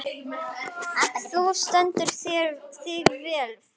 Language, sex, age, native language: Icelandic, female, 11, Icelandic